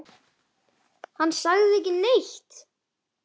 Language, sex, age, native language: Icelandic, male, 9, Icelandic